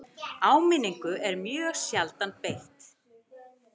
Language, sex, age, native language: Icelandic, female, 40-49, Icelandic